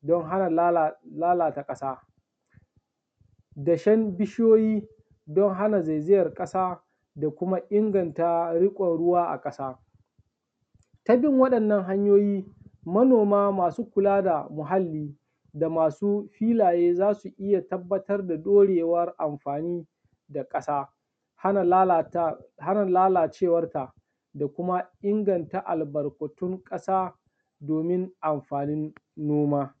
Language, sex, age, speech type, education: Hausa, male, 15-29, spontaneous, tertiary